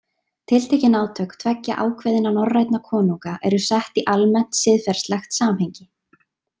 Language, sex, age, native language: Icelandic, female, 20-29, Icelandic